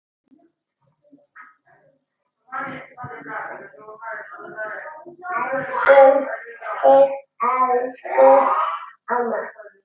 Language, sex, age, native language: Icelandic, male, 6, Italian